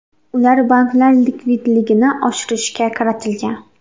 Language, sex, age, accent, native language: Uzbek, female, 18-24, Xorazm, Uzbek